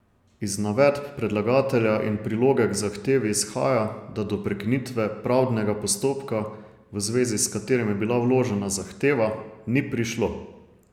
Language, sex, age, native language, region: Slovenian, male, 30-49, Slovenian, Savinja region